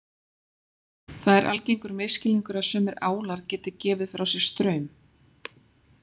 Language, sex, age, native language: Icelandic, female, 40-49, Icelandic